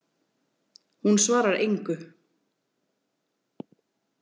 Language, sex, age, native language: Icelandic, female, 40-49, Icelandic